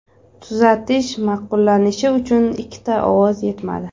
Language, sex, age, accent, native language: Uzbek, female, 18-24, Surxondaryo, Uzbek